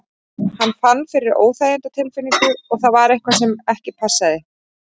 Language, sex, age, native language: Icelandic, female, 30-39, Icelandic